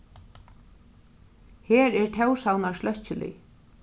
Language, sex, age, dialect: Faroese, female, 36-60, Norðurstreymoy/Eysturoy